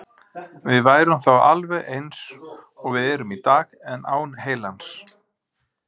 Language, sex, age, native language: Icelandic, male, 50-59, Icelandic